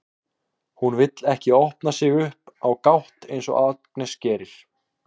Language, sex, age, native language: Icelandic, male, 18-19, Icelandic